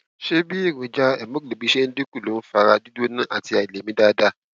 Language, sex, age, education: Yoruba, male, 15-29, tertiary